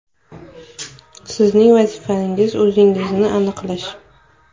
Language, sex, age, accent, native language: Uzbek, female, 25-34, Toshkent shahri, Uzbek